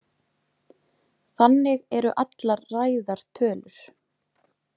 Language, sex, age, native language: Icelandic, female, 20-29, Icelandic